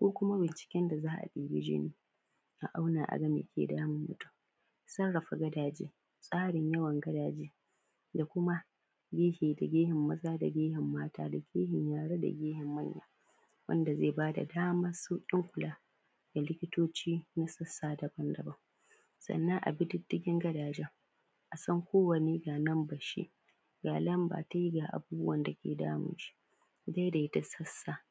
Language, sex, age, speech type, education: Hausa, female, 15-29, spontaneous, primary